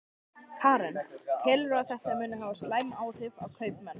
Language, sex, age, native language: Icelandic, male, 13, Icelandic